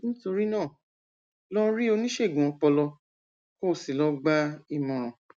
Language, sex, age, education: Yoruba, female, 46-60, tertiary